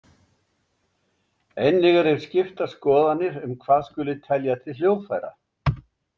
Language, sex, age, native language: Icelandic, male, 70-79, Icelandic